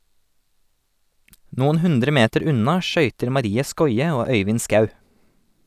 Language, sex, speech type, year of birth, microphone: Norwegian, male, read, 1988, Sennheiser